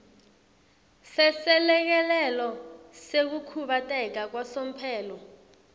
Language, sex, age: Swati, female, 20